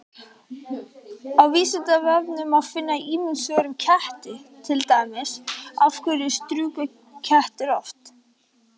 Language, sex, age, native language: Icelandic, female, 18-19, Icelandic